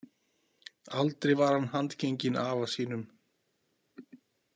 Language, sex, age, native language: Icelandic, male, 40-49, Icelandic